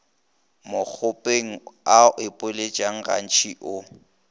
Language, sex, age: Northern Sotho, male, 21